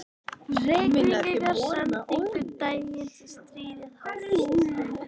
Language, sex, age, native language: Icelandic, female, 13, Icelandic